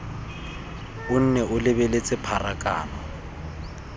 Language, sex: Tswana, male